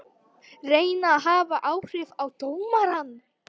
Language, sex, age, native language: Icelandic, female, 18-19, Icelandic